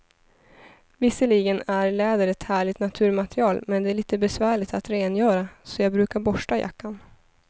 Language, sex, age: Swedish, female, 23